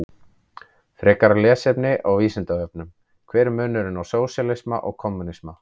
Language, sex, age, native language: Icelandic, male, 30-39, Icelandic